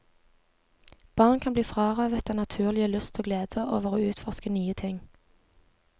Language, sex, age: Norwegian, female, 23